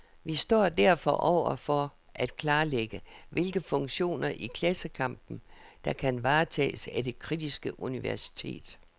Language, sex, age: Danish, female, 67